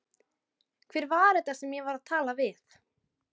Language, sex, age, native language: Icelandic, female, 12, Icelandic